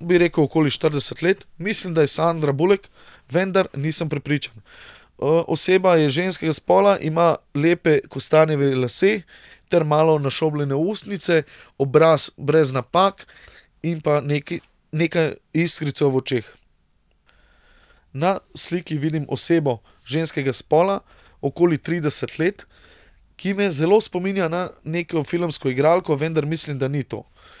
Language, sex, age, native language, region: Slovenian, male, 30-49, Slovenian, Central Slovenia